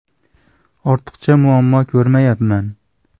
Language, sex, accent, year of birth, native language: Uzbek, male, Andijon, 1994, Uzbek